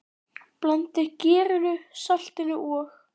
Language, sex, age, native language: Icelandic, male, 10, Icelandic